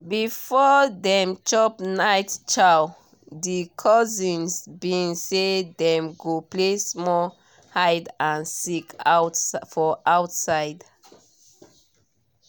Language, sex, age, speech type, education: Nigerian Pidgin, female, 30-45, spontaneous, tertiary